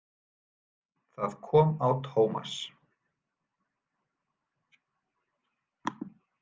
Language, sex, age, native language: Icelandic, male, 40-49, Icelandic